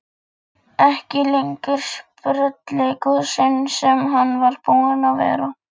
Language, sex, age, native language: Icelandic, male, 11, Icelandic